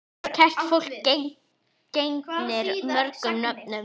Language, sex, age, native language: Icelandic, female, 10, Icelandic